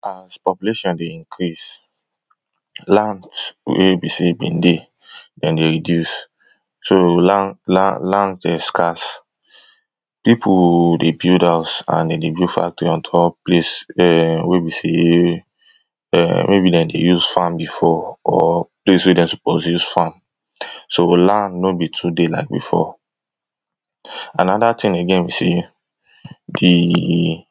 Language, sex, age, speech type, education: Nigerian Pidgin, male, 15-29, spontaneous, tertiary